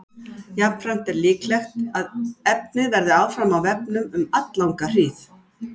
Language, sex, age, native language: Icelandic, female, 60-69, Icelandic